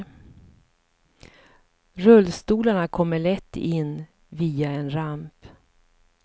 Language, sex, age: Swedish, female, 54